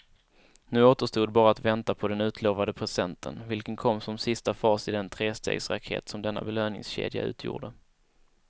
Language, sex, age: Swedish, male, 19